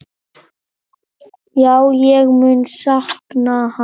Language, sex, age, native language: Icelandic, male, 9, Icelandic